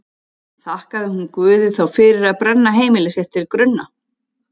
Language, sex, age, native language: Icelandic, female, 30-39, Icelandic